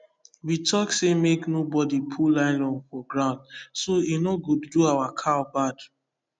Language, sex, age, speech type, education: Nigerian Pidgin, male, 15-29, spontaneous, tertiary